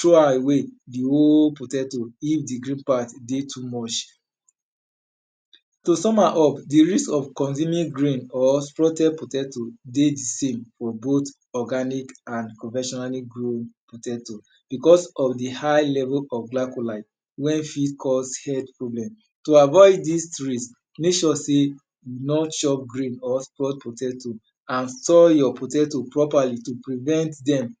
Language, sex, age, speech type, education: Nigerian Pidgin, male, 30-45, spontaneous, tertiary